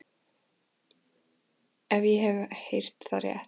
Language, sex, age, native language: Icelandic, female, 14, Icelandic